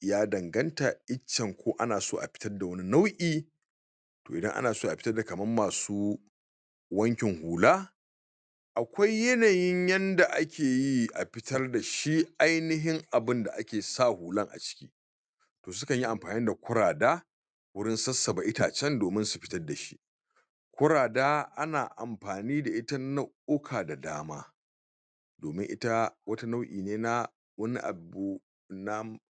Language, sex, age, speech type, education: Hausa, male, 46-60, spontaneous, tertiary